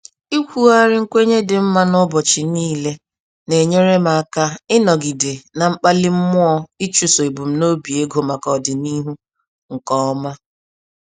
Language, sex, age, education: Igbo, female, 30-45, tertiary